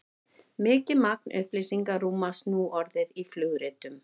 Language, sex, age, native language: Icelandic, female, 50-59, Icelandic